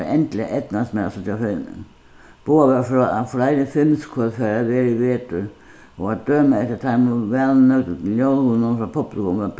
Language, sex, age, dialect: Faroese, female, 61+, Suðuroy